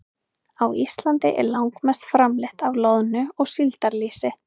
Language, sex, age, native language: Icelandic, female, 30-39, Icelandic